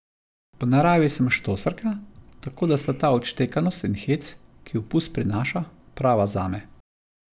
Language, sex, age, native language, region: Slovenian, male, 50-59, Slovenian, Savinja region